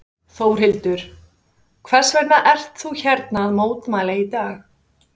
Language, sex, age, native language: Icelandic, female, 50-59, Icelandic